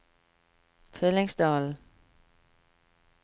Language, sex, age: Norwegian, female, 45